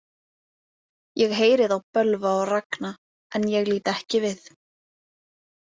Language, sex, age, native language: Icelandic, female, 18-19, Icelandic